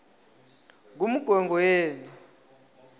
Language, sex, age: South Ndebele, male, 20